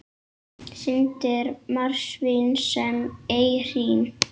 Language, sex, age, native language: Icelandic, male, 8, Icelandic